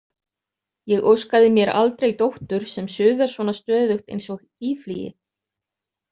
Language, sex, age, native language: Icelandic, other, 30-39, Icelandic